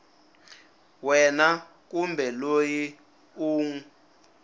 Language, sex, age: Tsonga, male, 19